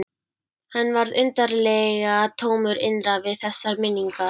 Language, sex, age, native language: Icelandic, female, 12, Icelandic